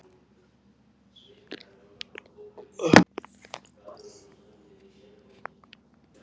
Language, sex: Icelandic, male